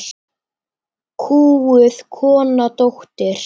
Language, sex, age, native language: Icelandic, male, 9, Icelandic